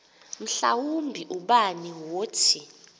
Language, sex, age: Xhosa, female, 28